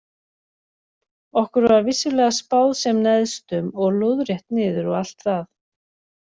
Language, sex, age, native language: Icelandic, female, 40-49, Icelandic